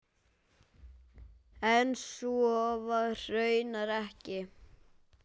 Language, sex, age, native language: Icelandic, male, 9, Icelandic